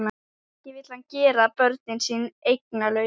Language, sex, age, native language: Icelandic, female, 11, Icelandic